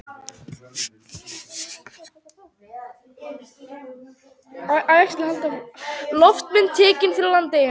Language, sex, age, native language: Icelandic, female, 18-19, Icelandic